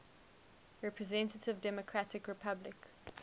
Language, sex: English, female